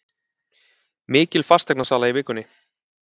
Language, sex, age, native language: Icelandic, male, 30-39, Icelandic